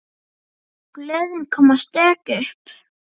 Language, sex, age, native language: Icelandic, female, 9, Icelandic